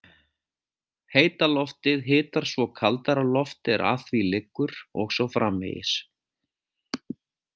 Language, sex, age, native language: Icelandic, male, 40-49, Icelandic